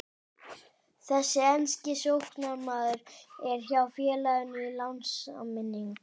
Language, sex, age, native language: Icelandic, male, 18-19, Icelandic